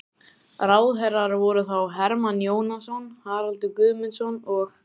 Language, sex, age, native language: Icelandic, male, 14, Icelandic